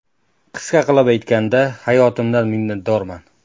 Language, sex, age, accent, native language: Uzbek, male, 19-29, Farg'ona, Uzbek